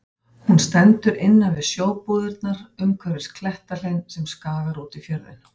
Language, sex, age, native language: Icelandic, female, 50-59, Icelandic